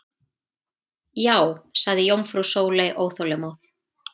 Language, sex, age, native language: Icelandic, female, 30-39, Icelandic